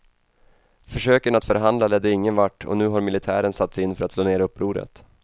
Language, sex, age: Swedish, male, 28